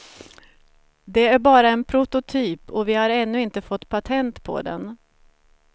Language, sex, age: Swedish, female, 47